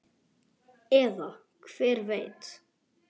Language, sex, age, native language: Icelandic, male, 9, Icelandic